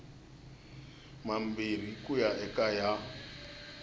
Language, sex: Tsonga, male